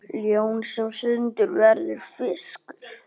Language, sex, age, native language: Icelandic, male, 9, Icelandic